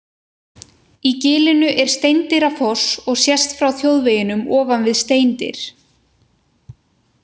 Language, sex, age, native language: Icelandic, female, 20-29, Icelandic